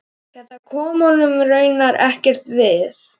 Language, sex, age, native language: Icelandic, male, 11, Icelandic